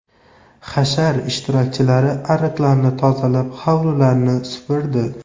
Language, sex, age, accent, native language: Uzbek, male, 18-24, Toshkent shahri, Uzbek